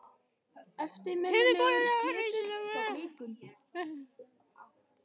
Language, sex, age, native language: Icelandic, female, 13, Icelandic